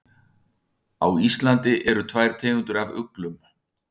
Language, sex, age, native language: Icelandic, male, 60-69, Icelandic